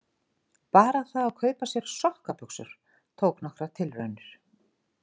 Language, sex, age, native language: Icelandic, female, 50-59, Icelandic